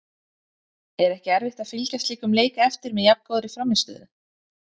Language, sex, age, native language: Icelandic, female, 30-39, Icelandic